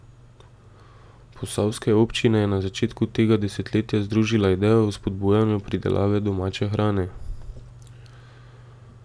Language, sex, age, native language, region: Slovenian, male, 18-29, Slovenian, Drava region